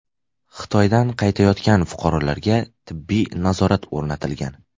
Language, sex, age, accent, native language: Uzbek, male, 18-24, Farg'ona, Uzbek